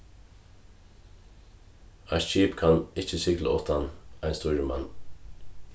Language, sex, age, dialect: Faroese, male, 36-60, Suðurstreymoy